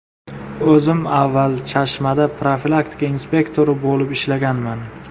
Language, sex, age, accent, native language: Uzbek, male, 25-34, Samarqand, Uzbek